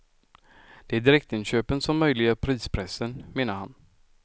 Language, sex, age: Swedish, male, 46